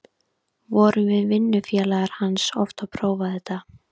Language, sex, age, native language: Icelandic, female, 13, Icelandic